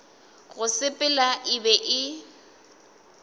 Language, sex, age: Northern Sotho, female, 20